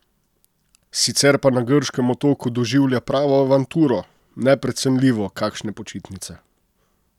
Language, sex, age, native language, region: Slovenian, male, 30-49, Slovenian, Posavska region